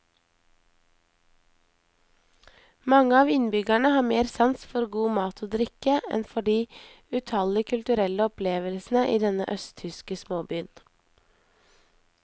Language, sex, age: Norwegian, female, 23